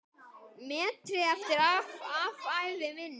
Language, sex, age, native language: Icelandic, male, 10, Icelandic